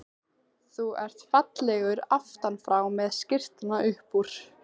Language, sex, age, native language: Icelandic, female, 15, Icelandic